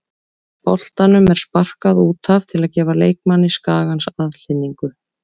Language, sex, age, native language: Icelandic, female, 30-39, Icelandic